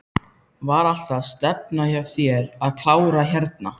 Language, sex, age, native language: Icelandic, male, 13, Icelandic